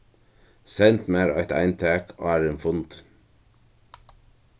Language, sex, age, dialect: Faroese, male, 61+, Norðurstreymoy/Eysturoy